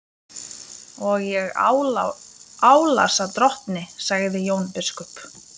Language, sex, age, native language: Icelandic, female, 20-29, Lithuanian